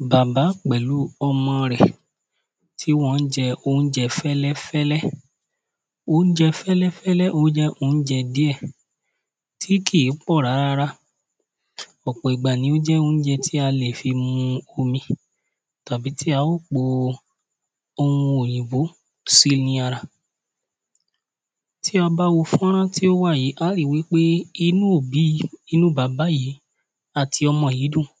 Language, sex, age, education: Yoruba, male, 30-45, primary